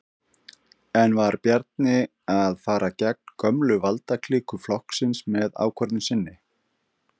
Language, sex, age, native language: Icelandic, male, 50-59, Icelandic